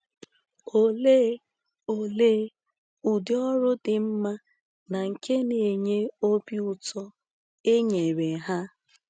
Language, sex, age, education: Igbo, female, 15-29, tertiary